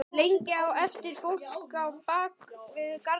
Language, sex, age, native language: Icelandic, male, 12, Icelandic